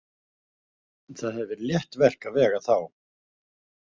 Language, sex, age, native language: Icelandic, male, 50-59, Icelandic